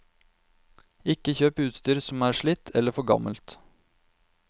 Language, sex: Norwegian, male